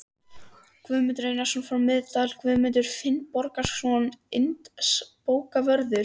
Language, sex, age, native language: Icelandic, female, 13, Icelandic